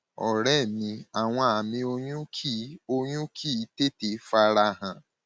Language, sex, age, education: Yoruba, male, 30-45, tertiary